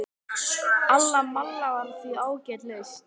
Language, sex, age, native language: Icelandic, male, 18-19, Icelandic